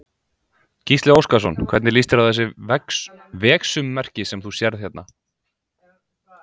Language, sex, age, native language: Icelandic, male, 20-29, Icelandic